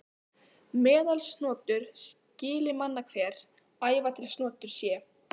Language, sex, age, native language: Icelandic, female, 15, Icelandic